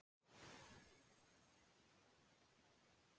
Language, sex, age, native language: Icelandic, female, 40-49, Icelandic